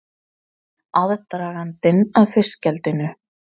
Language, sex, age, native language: Icelandic, female, 20-29, Icelandic